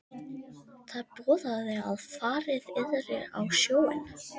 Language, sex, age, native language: Icelandic, female, 13, Icelandic